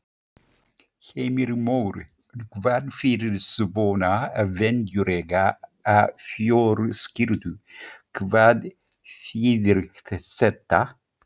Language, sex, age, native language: Icelandic, male, 50-59, Icelandic